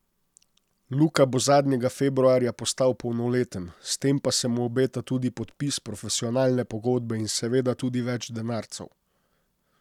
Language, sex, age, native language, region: Slovenian, male, 30-49, Slovenian, Posavska region